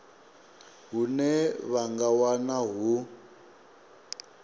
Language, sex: Venda, male